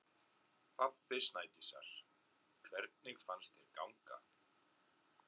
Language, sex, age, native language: Icelandic, male, 30-39, Icelandic